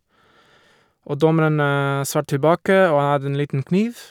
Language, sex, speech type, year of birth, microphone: Norwegian, male, spontaneous, 1978, Shure